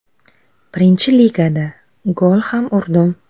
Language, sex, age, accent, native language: Uzbek, female, 19-29, Buxoro, Uzbek